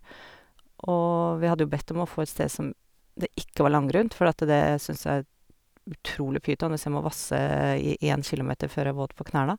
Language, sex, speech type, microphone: Norwegian, female, spontaneous, Sennheiser